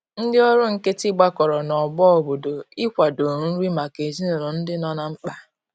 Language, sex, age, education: Igbo, female, 15-29, tertiary